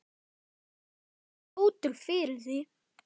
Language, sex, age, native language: Icelandic, male, 10, Icelandic